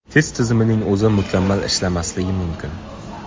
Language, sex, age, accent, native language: Uzbek, male, 18-24, Qashqadaryo, Uzbek